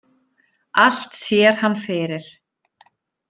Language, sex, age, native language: Icelandic, female, 30-39, Icelandic